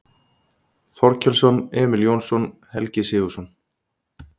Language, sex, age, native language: Icelandic, male, 30-39, Icelandic